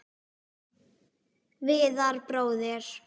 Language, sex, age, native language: Icelandic, female, 10, Icelandic